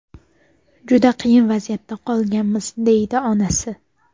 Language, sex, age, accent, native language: Uzbek, female, 12-17, Toshkent shahri, Uzbek